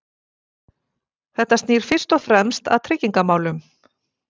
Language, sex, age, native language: Icelandic, female, 40-49, Icelandic